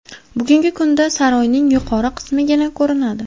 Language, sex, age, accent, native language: Uzbek, female, 18-24, Samarqand, Uzbek